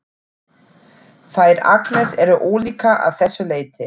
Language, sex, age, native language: Icelandic, female, 40-49, German